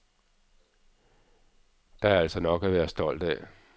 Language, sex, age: Danish, male, 46